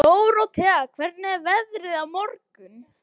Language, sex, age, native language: Icelandic, female, 18-19, Icelandic